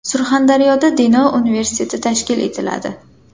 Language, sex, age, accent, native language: Uzbek, female, 18-24, Samarqand, Uzbek